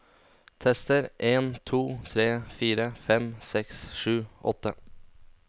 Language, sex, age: Norwegian, male, 19